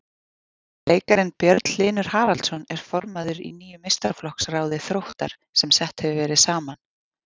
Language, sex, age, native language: Icelandic, female, 40-49, Icelandic